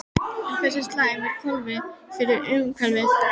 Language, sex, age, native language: Icelandic, female, 12, Icelandic